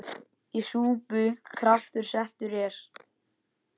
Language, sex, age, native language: Icelandic, male, 9, Icelandic